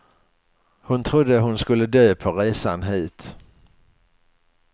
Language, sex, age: Swedish, male, 61